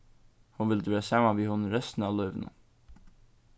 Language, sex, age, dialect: Faroese, male, 15-35, Suðurstreymoy